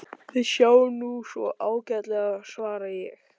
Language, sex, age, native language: Icelandic, male, 13, Icelandic